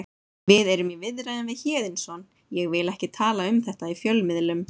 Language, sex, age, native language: Icelandic, female, 30-39, Icelandic